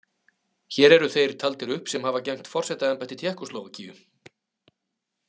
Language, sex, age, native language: Icelandic, male, 30-39, Icelandic